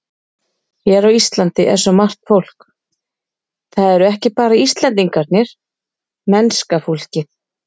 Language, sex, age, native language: Icelandic, female, 30-39, Icelandic